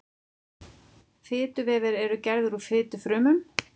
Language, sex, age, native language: Icelandic, female, 40-49, Icelandic